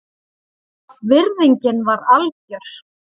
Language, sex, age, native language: Icelandic, female, 40-49, Icelandic